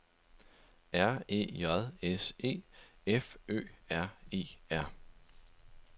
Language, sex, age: Danish, male, 25